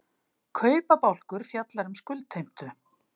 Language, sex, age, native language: Icelandic, female, 50-59, Icelandic